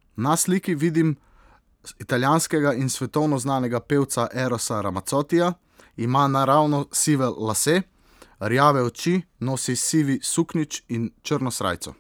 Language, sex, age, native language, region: Slovenian, male, 18-29, Slovenian, Southeast Slovenia